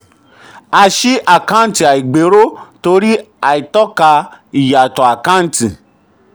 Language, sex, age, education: Yoruba, male, 30-45, tertiary